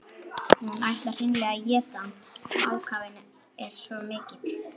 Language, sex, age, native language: Icelandic, male, 11, Icelandic